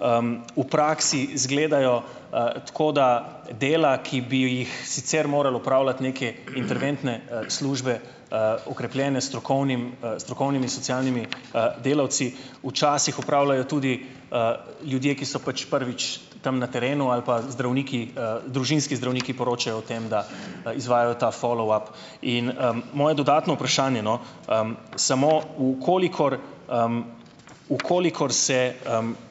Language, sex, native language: Slovenian, male, Slovenian